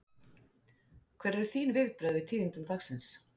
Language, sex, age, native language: Icelandic, female, 50-59, Icelandic